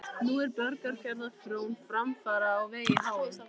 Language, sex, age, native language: Icelandic, female, 13, Icelandic